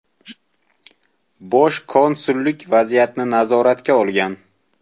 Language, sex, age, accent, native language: Uzbek, male, 18-24, Toshkent viloyati, Uzbek